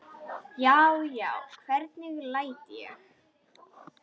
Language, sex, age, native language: Icelandic, female, 10, Icelandic